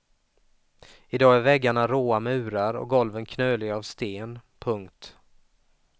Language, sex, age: Swedish, male, 44